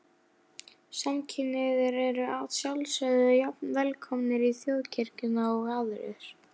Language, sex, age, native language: Icelandic, female, 11, Icelandic